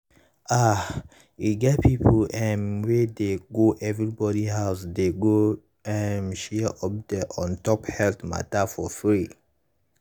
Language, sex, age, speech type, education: Nigerian Pidgin, male, 15-29, spontaneous, tertiary